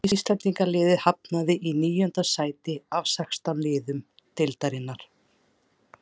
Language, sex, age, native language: Icelandic, female, 30-39, Icelandic